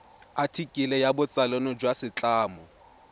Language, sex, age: Tswana, male, 22